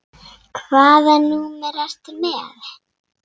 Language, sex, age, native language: Icelandic, female, 6, Icelandic